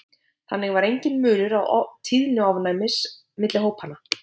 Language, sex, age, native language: Icelandic, female, 50-59, Icelandic